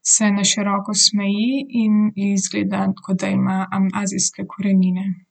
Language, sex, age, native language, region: Slovenian, female, 18-29, Slovenian, Southeast Slovenia